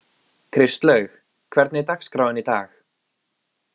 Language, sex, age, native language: Icelandic, male, 20-29, Icelandic